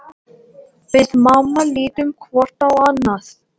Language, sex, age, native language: Icelandic, male, 18-19, Latvian